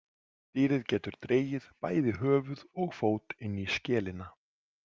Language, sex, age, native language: Icelandic, male, 40-49, Icelandic